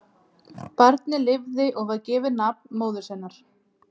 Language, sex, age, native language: Icelandic, female, 30-39, Icelandic